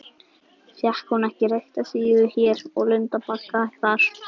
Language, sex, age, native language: Icelandic, male, 11, Icelandic